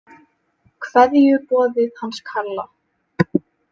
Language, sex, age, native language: Icelandic, female, 18-19, Icelandic